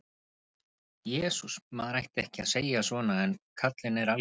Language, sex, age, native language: Icelandic, male, 30-39, Icelandic